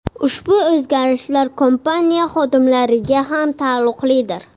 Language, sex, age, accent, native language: Uzbek, male, 40-49, Surxondaryo, Uzbek